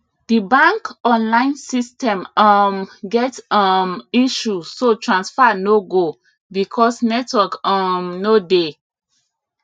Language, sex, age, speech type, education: Nigerian Pidgin, female, 30-45, spontaneous, tertiary